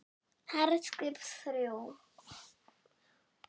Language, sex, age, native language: Icelandic, female, 6, Icelandic